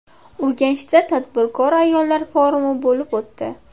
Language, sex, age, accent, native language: Uzbek, female, under 19, Navoiy, Uzbek